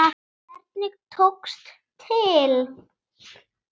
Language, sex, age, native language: Icelandic, female, 8, Icelandic